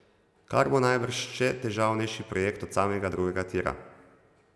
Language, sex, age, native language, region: Slovenian, male, 30-49, Slovenian, Zasavska region